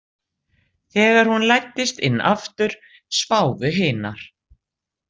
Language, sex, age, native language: Icelandic, female, 60-69, Icelandic